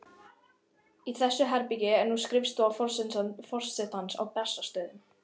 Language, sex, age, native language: Icelandic, female, 11, Icelandic